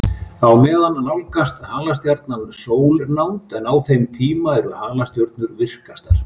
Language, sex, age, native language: Icelandic, male, 50-59, Icelandic